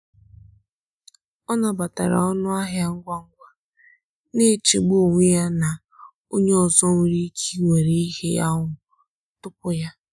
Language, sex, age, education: Igbo, female, 15-29, tertiary